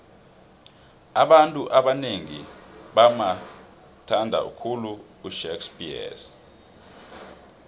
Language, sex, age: South Ndebele, male, 26